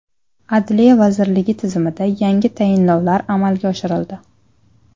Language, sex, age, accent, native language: Uzbek, female, 19-29, Namangan, Uzbek